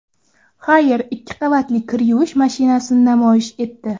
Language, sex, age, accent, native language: Uzbek, female, 18-24, Surxondaryo, Uzbek